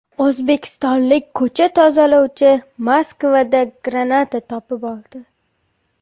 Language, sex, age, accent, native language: Uzbek, female, 18-24, Toshkent viloyati, Uzbek